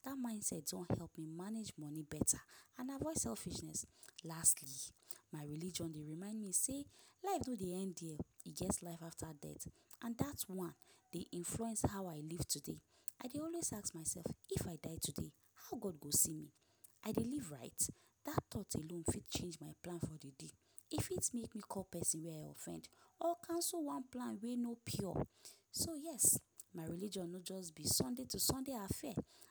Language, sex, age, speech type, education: Nigerian Pidgin, female, 15-29, spontaneous, tertiary